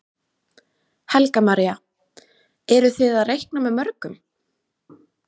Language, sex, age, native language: Icelandic, female, 20-29, Icelandic